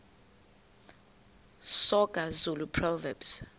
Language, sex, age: Xhosa, female, 21